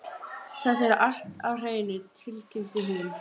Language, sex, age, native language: Icelandic, female, 12, Icelandic